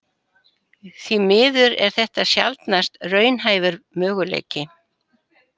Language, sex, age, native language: Icelandic, female, 70-79, Icelandic